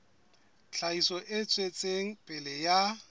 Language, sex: Southern Sotho, male